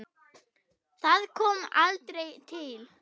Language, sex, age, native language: Icelandic, female, 8, German